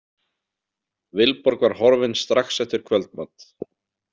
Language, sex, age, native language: Icelandic, male, 40-49, Icelandic